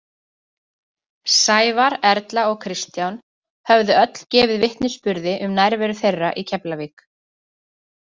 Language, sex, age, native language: Icelandic, female, 30-39, Icelandic